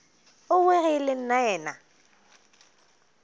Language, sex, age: Northern Sotho, female, 22